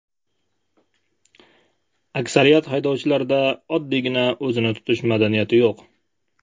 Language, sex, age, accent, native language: Uzbek, male, 18-24, Namangan, Uzbek